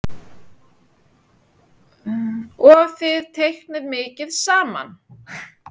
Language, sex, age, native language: Icelandic, male, 9, Icelandic